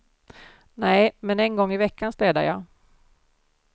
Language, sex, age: Swedish, female, 47